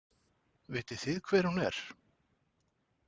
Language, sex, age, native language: Icelandic, male, 40-49, Icelandic